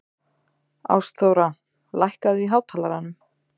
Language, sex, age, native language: Icelandic, female, 30-39, Icelandic